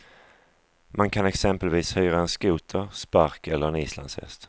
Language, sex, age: Swedish, male, 35